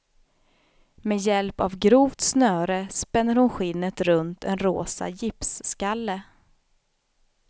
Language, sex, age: Swedish, female, 32